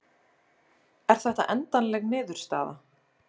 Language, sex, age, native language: Icelandic, female, 30-39, Icelandic